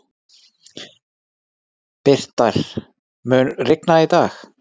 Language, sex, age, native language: Icelandic, male, 40-49, Icelandic